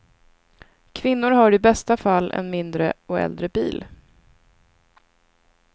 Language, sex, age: Swedish, female, 26